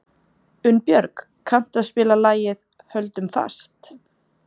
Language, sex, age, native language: Icelandic, female, 20-29, Icelandic